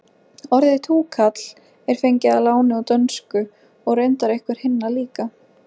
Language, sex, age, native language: Icelandic, female, 20-29, Icelandic